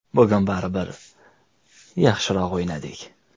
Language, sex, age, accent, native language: Uzbek, male, 19-29, Toshkent shahri, Uzbek